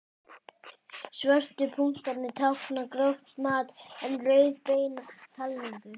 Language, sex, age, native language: Icelandic, male, 18-19, Icelandic